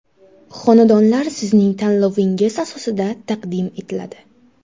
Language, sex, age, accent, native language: Uzbek, female, 12-17, Samarqand, Uzbek